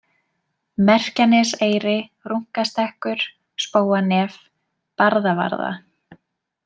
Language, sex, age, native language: Icelandic, female, 20-29, Icelandic